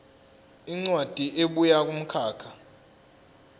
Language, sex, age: Zulu, male, 20